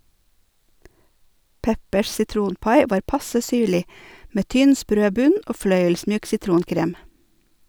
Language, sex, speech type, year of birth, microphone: Norwegian, female, read, 1970, Sennheiser